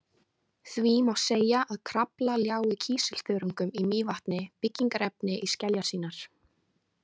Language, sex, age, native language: Icelandic, female, 20-29, Icelandic